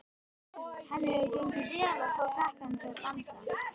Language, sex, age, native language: Icelandic, female, 13, Icelandic